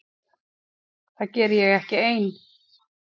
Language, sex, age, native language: Icelandic, female, 40-49, Icelandic